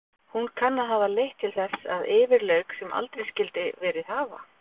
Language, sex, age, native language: Icelandic, female, 50-59, Icelandic